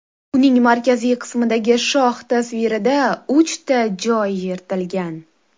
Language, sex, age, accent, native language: Uzbek, female, 19-29, Toshkent shahri, Uzbek